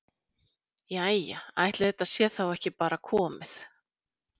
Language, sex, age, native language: Icelandic, female, 40-49, Icelandic